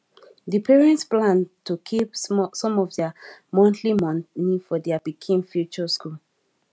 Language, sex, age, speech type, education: Nigerian Pidgin, female, 15-29, spontaneous, tertiary